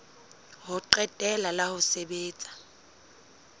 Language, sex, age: Southern Sotho, female, 19